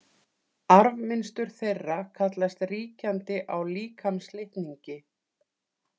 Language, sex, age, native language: Icelandic, female, 40-49, Icelandic